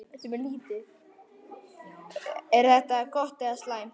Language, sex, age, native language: Icelandic, male, 9, Icelandic